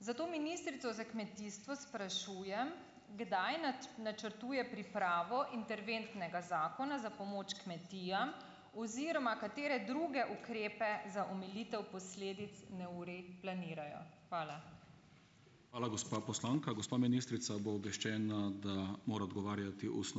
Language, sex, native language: Slovenian, female, Slovenian